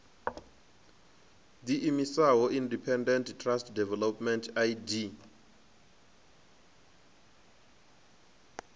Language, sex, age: Venda, male, 25